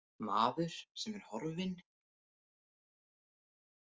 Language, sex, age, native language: Icelandic, male, 18-19, Icelandic